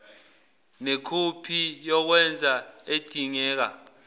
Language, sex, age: Zulu, male, 18